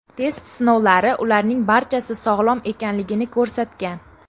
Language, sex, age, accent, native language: Uzbek, female, 18-24, Namangan, Uzbek